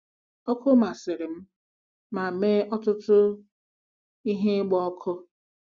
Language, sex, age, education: Igbo, female, 46-60, tertiary